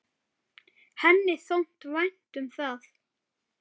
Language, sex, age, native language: Icelandic, male, 7, Icelandic